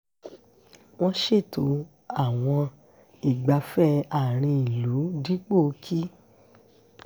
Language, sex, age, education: Yoruba, female, 46-60, secondary